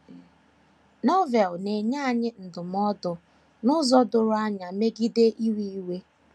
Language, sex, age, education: Igbo, female, 15-29, tertiary